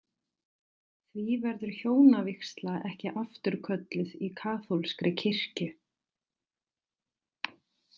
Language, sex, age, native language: Icelandic, female, 30-39, Icelandic